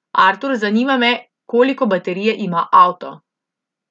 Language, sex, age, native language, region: Slovenian, female, 18-29, Slovenian, Central Slovenia